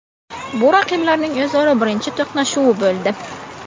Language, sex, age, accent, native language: Uzbek, female, 18-24, Buxoro, Uzbek